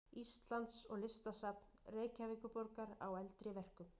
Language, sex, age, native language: Icelandic, female, 40-49, Icelandic